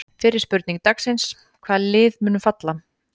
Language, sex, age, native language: Icelandic, female, 30-39, Icelandic